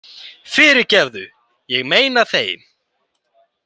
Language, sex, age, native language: Icelandic, male, 18-19, Icelandic